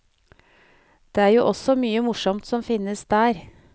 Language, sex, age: Norwegian, female, 49